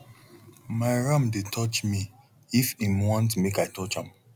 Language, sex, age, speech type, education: Nigerian Pidgin, male, 30-45, spontaneous, tertiary